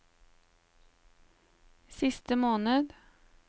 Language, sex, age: Norwegian, female, 35